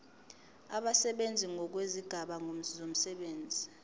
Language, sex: Zulu, female